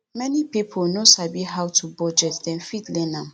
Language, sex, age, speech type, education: Nigerian Pidgin, female, 30-45, spontaneous, tertiary